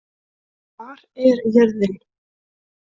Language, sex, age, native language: Icelandic, female, 20-29, Icelandic